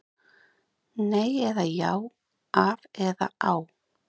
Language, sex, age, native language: Icelandic, other, 30-39, Icelandic